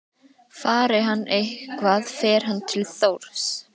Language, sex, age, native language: Icelandic, female, 13, Icelandic